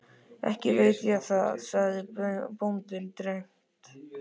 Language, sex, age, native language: Icelandic, male, 13, Icelandic